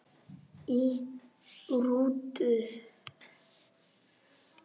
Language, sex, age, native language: Icelandic, male, 10, Icelandic